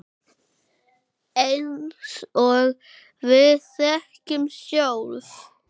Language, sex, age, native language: Icelandic, male, 7, Icelandic